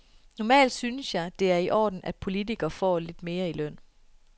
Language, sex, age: Danish, female, 33